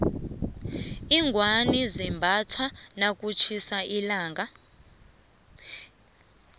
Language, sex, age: South Ndebele, female, 22